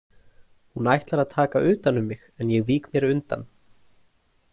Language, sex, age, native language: Icelandic, male, 20-29, Icelandic